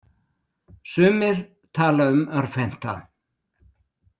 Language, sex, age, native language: Icelandic, male, 60-69, Icelandic